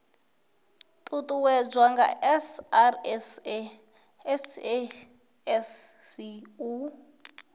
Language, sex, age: Venda, female, 21